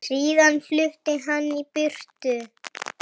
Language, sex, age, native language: Icelandic, female, 6, Icelandic